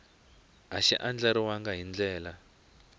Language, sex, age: Tsonga, male, 20